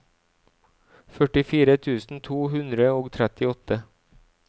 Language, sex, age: Norwegian, male, 37